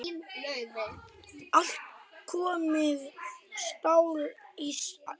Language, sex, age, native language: Icelandic, other, 10, Icelandic